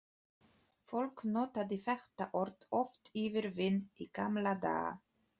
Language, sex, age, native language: Icelandic, female, 30-39, Polish